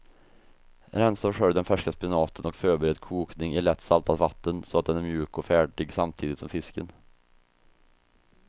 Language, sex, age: Swedish, male, 24